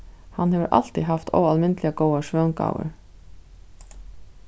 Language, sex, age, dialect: Faroese, female, 36-60, Suðuroy